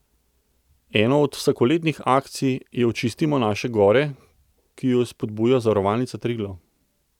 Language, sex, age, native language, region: Slovenian, male, 30-49, Slovenian, Central Slovenia